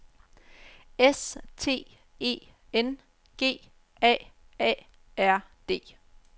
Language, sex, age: Danish, female, 34